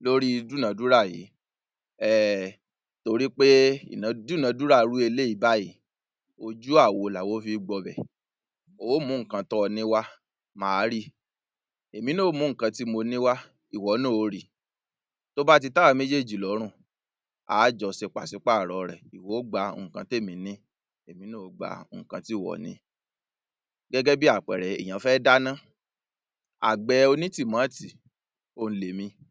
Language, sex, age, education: Yoruba, male, 30-45, tertiary